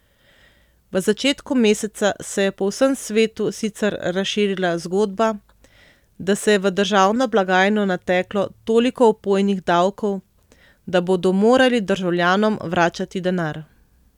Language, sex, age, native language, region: Slovenian, female, 30-49, Slovenian, Central Slovenia